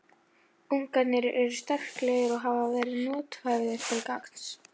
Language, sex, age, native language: Icelandic, female, 11, Icelandic